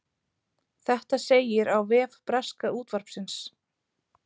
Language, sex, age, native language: Icelandic, female, 30-39, Icelandic